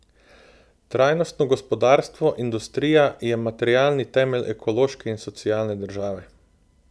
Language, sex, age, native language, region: Slovenian, male, 18-29, Slovenian, Southeast Slovenia